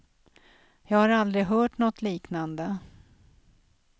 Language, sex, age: Swedish, female, 46